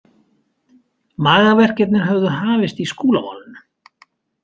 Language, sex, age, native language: Icelandic, male, 50-59, Icelandic